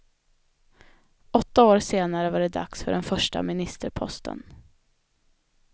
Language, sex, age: Swedish, female, 25